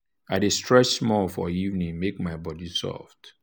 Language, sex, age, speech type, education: Nigerian Pidgin, male, 15-29, spontaneous, tertiary